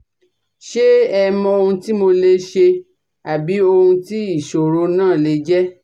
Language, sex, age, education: Yoruba, female, 30-45, tertiary